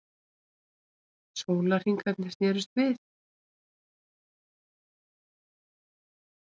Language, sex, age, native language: Icelandic, female, 40-49, Icelandic